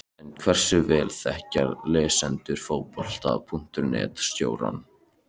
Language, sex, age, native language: Icelandic, male, 13, Icelandic